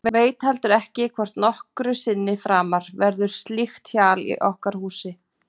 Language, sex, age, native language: Icelandic, female, 40-49, Icelandic